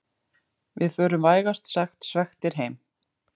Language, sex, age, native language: Icelandic, female, 40-49, Icelandic